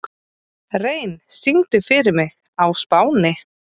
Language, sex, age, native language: Icelandic, female, 30-39, Icelandic